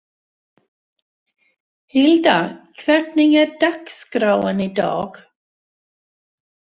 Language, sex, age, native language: Icelandic, female, 60-69, Swedish